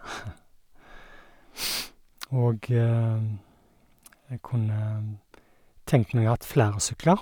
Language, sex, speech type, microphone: Norwegian, male, spontaneous, Sennheiser